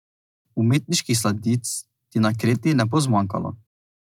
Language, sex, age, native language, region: Slovenian, male, 18-29, Slovenian, Drava region